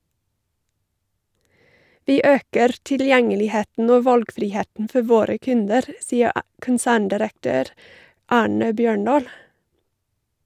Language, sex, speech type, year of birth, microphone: Norwegian, female, read, 1985, Shure